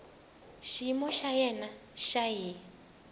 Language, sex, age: Tsonga, female, 20